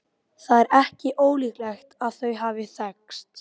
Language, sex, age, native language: Icelandic, female, 12, Icelandic